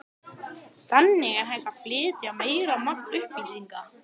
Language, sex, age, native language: Icelandic, male, 18-19, Icelandic